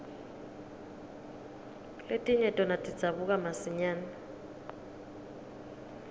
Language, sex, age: Swati, female, 23